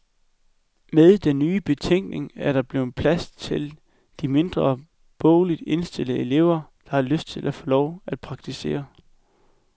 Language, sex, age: Danish, male, 21